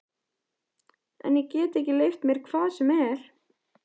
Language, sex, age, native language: Icelandic, female, 14, Icelandic